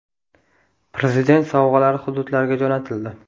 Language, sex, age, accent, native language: Uzbek, male, 18-24, Toshkent viloyati, Uzbek